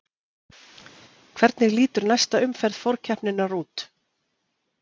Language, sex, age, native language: Icelandic, female, 40-49, Icelandic